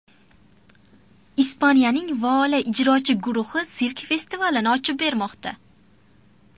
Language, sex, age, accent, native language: Uzbek, female, under 19, Farg'ona, Uzbek